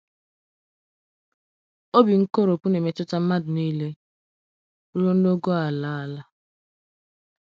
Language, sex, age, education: Igbo, female, 15-29, secondary